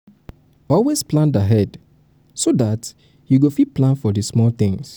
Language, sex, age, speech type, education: Nigerian Pidgin, male, 30-45, spontaneous, tertiary